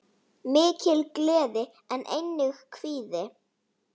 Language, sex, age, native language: Icelandic, female, 9, Icelandic